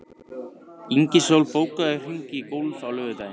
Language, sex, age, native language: Icelandic, male, 15, Icelandic